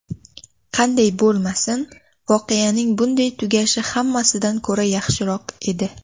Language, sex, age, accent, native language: Uzbek, female, under 19, Toshkent viloyati, Uzbek